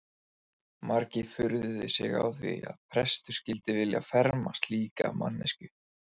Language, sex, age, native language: Icelandic, male, 20-29, Icelandic